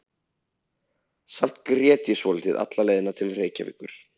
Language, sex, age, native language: Icelandic, male, 30-39, Icelandic